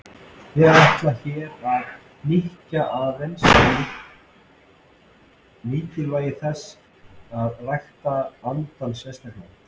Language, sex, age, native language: Icelandic, male, 30-39, Icelandic